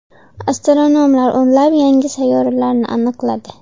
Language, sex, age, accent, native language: Uzbek, female, 12-17, Andijon, Uzbek